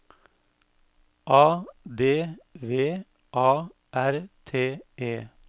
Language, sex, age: Norwegian, male, 52